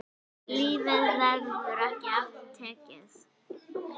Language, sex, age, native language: Icelandic, female, 9, Icelandic